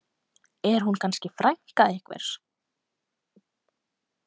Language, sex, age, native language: Icelandic, female, 20-29, Icelandic